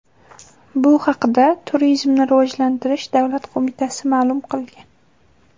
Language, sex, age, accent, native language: Uzbek, female, under 19, Toshkent viloyati, Uzbek